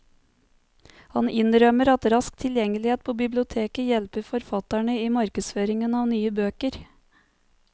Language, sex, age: Norwegian, female, 30